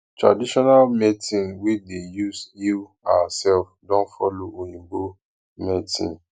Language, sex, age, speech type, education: Nigerian Pidgin, male, 15-29, spontaneous, tertiary